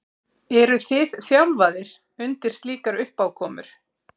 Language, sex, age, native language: Icelandic, female, 40-49, Icelandic